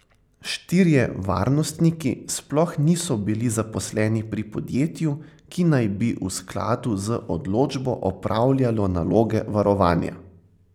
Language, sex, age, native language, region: Slovenian, male, 18-29, Slovenian, Central Slovenia